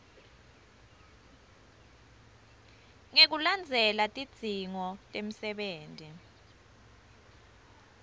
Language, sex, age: Swati, female, 24